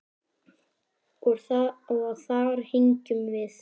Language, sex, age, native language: Icelandic, male, 9, Icelandic